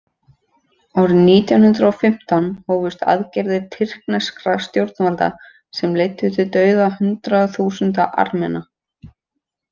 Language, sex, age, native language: Icelandic, female, 30-39, Icelandic